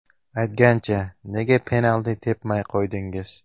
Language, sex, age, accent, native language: Uzbek, male, 19-29, Namangan, Uzbek